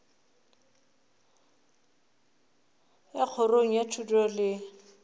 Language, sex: Northern Sotho, female